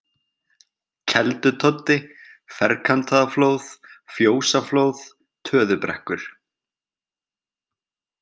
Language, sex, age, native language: Icelandic, male, 20-29, Icelandic